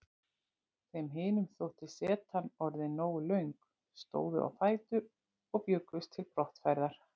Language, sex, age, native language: Icelandic, female, 40-49, Icelandic